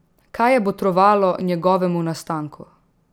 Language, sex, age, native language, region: Slovenian, female, 18-29, Slovenian, Drava region